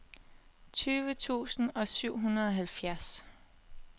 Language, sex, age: Danish, female, 21